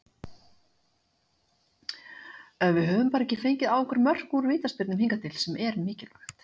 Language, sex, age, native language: Icelandic, female, 50-59, Icelandic